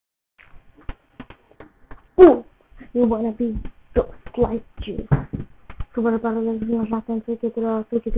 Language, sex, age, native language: Icelandic, female, 11, Icelandic